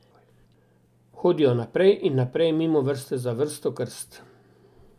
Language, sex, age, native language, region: Slovenian, male, 60+, Slovenian, Drava region